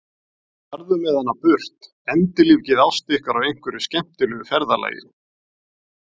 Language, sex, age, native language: Icelandic, male, 40-49, Icelandic